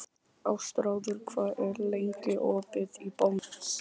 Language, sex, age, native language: Icelandic, male, 18-19, Icelandic